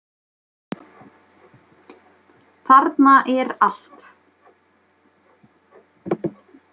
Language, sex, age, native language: Icelandic, female, 20-29, Icelandic